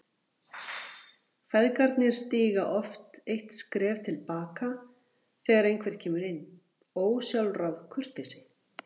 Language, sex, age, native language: Icelandic, female, 40-49, Icelandic